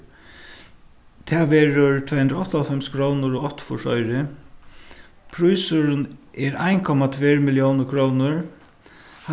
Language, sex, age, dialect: Faroese, male, 61+, Suðuroy